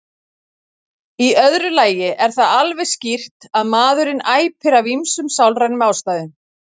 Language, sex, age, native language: Icelandic, female, 40-49, Icelandic